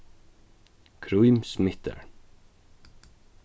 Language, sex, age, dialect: Faroese, male, 15-35, Norðuroyggjar